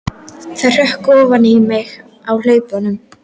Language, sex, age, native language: Icelandic, female, 12, Icelandic